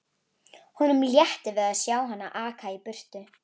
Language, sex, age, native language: Icelandic, female, 11, Icelandic